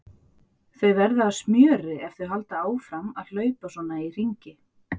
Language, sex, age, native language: Icelandic, female, 40-49, Icelandic